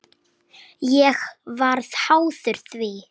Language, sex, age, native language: Icelandic, female, 9, Icelandic